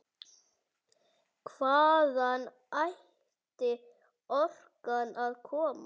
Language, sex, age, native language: Icelandic, male, 7, Icelandic